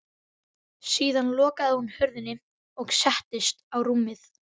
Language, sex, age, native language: Icelandic, male, 12, Icelandic